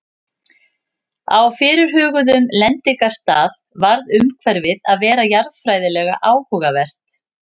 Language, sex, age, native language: Icelandic, female, 50-59, Icelandic